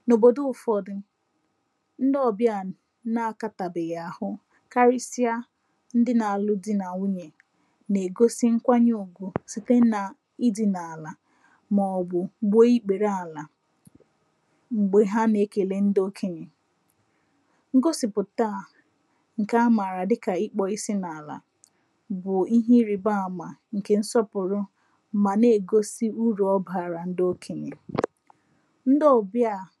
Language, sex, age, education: Igbo, female, 15-29, tertiary